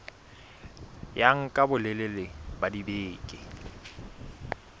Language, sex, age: Southern Sotho, male, 21